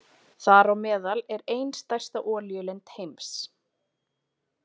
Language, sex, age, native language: Icelandic, female, 20-29, Icelandic